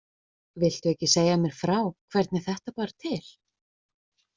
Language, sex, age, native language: Icelandic, female, 20-29, Icelandic